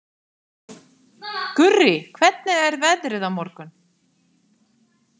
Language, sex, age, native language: Icelandic, female, 50-59, Icelandic